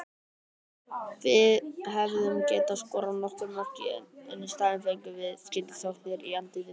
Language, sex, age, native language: Icelandic, male, 18-19, Icelandic